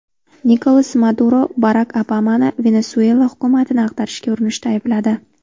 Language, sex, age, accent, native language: Uzbek, female, 18-24, Toshkent shahri, Uzbek